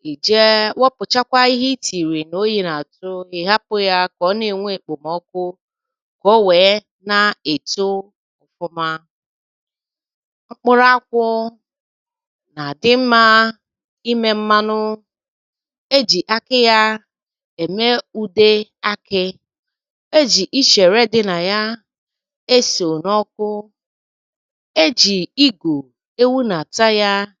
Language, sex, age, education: Igbo, female, 30-45, tertiary